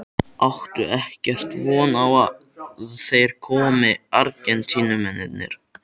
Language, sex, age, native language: Icelandic, male, 14, Icelandic